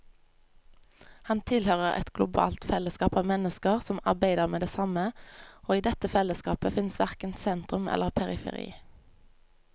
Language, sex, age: Norwegian, female, 25